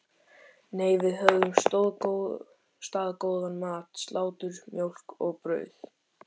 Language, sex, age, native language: Icelandic, male, 13, Icelandic